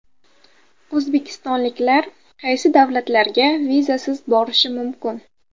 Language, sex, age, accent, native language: Uzbek, female, 18-24, Samarqand, Uzbek